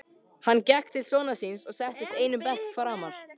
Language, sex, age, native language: Icelandic, male, 13, Icelandic